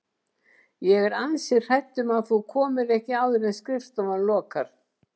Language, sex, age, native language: Icelandic, female, 70-79, Icelandic